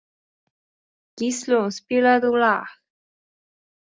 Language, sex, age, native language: Icelandic, female, 20-29, Icelandic